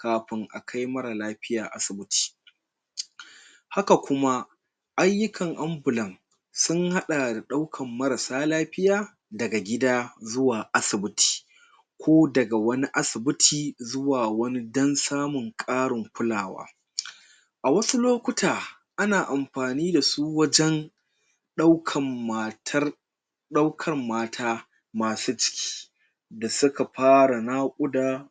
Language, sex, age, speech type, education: Hausa, male, 46-60, spontaneous, tertiary